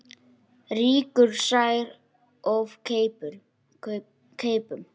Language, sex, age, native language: Icelandic, male, 8, Icelandic